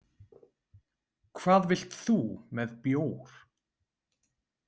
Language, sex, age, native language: Icelandic, male, 20-29, Icelandic